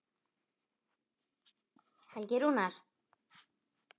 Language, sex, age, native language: Icelandic, female, 9, Icelandic